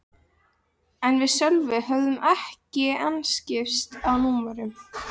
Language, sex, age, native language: Icelandic, female, 13, Icelandic